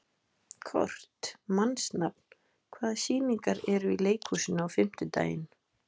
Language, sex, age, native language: Icelandic, female, 20-29, Icelandic